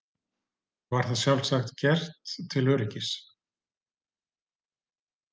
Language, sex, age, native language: Icelandic, male, 30-39, Icelandic